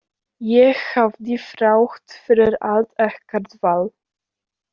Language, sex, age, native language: Icelandic, female, 18-19, Icelandic